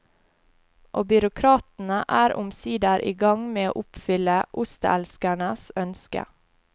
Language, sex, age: Norwegian, female, 20